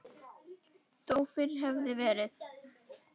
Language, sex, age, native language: Icelandic, female, 10, Icelandic